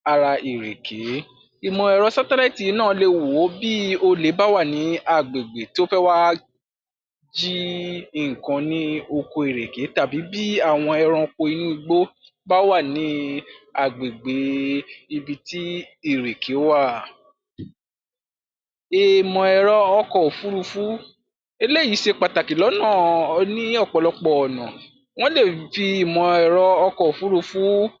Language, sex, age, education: Yoruba, male, 46-60, tertiary